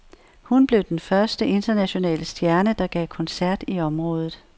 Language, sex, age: Danish, female, 64